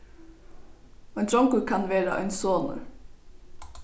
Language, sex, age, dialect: Faroese, female, 15-35, Norðurstreymoy/Eysturoy